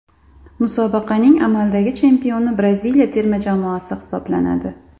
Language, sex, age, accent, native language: Uzbek, female, 25-34, Andijon, Uzbek